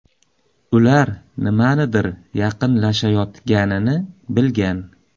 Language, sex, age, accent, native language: Uzbek, male, 35+, Samarqand, Uzbek